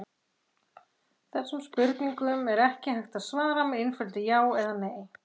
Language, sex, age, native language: Icelandic, female, 40-49, Icelandic